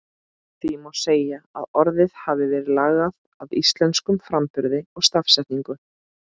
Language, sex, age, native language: Icelandic, female, 30-39, Icelandic